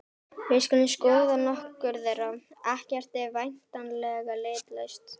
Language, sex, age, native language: Icelandic, female, 18-19, Icelandic